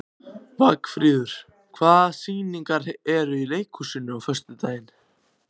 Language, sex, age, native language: Icelandic, other, 18-19, Icelandic